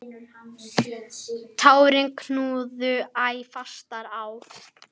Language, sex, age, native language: Icelandic, female, 10, Icelandic